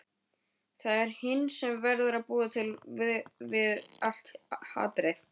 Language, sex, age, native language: Icelandic, male, 12, Icelandic